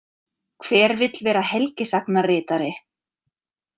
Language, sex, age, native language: Icelandic, female, 30-39, Icelandic